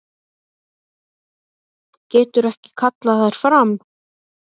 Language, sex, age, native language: Icelandic, male, 8, Icelandic